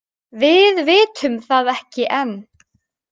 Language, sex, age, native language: Icelandic, female, 18-19, Icelandic